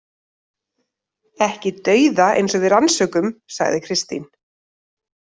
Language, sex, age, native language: Icelandic, female, 30-39, Icelandic